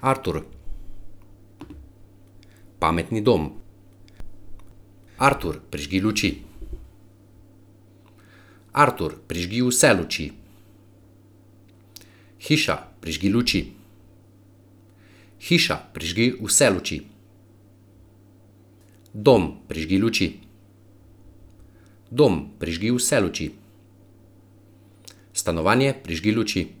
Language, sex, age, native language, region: Slovenian, male, 30-49, Slovenian, Central Slovenia